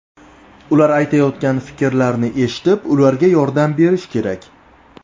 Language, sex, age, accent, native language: Uzbek, male, 19-29, Namangan, Uzbek